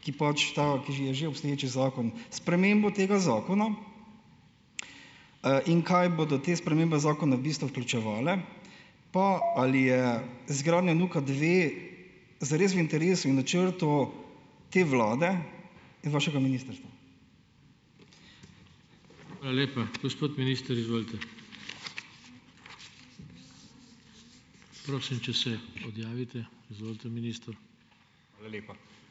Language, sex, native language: Slovenian, male, Slovenian